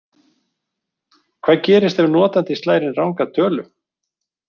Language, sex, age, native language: Icelandic, male, 40-49, Icelandic